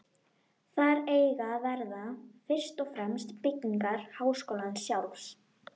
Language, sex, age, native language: Icelandic, female, 12, Icelandic